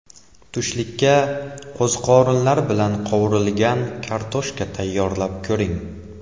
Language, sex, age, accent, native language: Uzbek, male, 18-24, Andijon, Uzbek